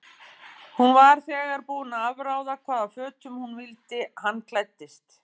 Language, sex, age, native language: Icelandic, female, 50-59, Icelandic